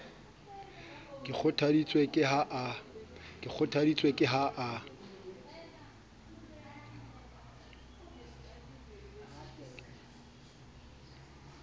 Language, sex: Southern Sotho, male